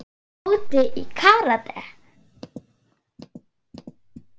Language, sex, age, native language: Icelandic, female, 8, Swedish